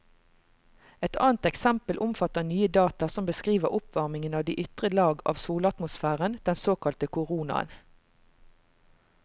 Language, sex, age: Norwegian, female, 45